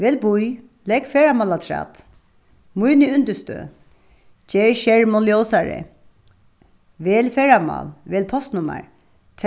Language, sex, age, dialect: Faroese, female, 36-60, Suðuroy